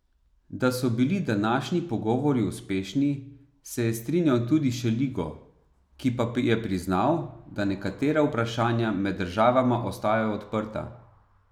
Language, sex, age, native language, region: Slovenian, male, 30-49, Slovenian, Savinja region